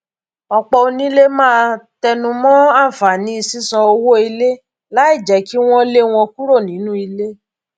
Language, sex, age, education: Yoruba, female, 30-45, tertiary